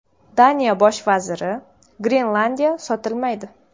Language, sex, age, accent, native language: Uzbek, female, 18-24, Samarqand, Uzbek